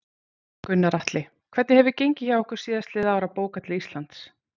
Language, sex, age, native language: Icelandic, female, 40-49, Icelandic